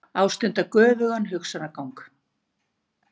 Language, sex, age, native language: Icelandic, female, 60-69, Icelandic